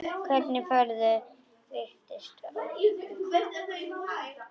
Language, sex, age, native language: Icelandic, female, 10, Icelandic